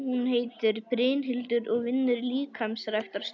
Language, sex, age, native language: Icelandic, male, 11, Icelandic